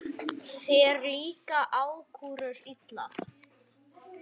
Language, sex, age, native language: Icelandic, male, 9, Icelandic